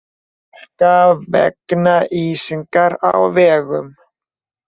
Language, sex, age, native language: Icelandic, male, 20-29, Icelandic